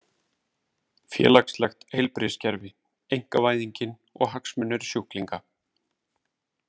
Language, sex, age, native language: Icelandic, male, 30-39, Icelandic